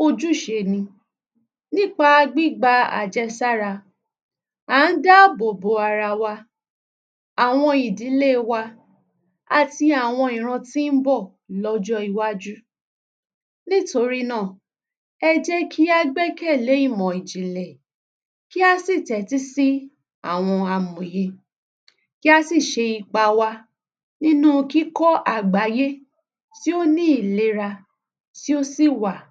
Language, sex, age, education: Yoruba, female, 30-45, tertiary